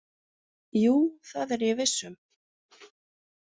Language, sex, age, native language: Icelandic, female, 40-49, Icelandic